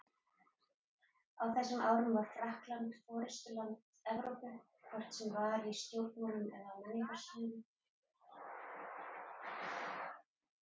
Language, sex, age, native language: Icelandic, female, 40-49, Icelandic